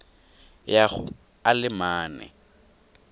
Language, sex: Tswana, male